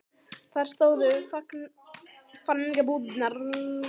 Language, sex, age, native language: Icelandic, female, 12, Icelandic